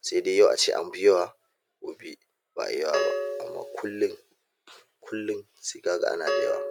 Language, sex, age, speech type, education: Hausa, male, 46-60, spontaneous, tertiary